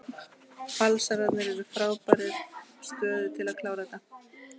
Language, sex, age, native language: Icelandic, female, 30-39, Icelandic